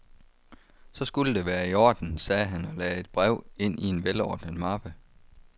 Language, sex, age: Danish, male, 35